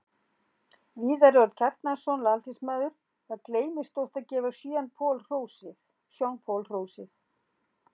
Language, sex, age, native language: Icelandic, female, 60-69, Icelandic